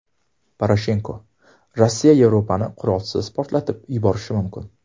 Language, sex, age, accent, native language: Uzbek, male, 19-29, Toshkent viloyati, Uzbek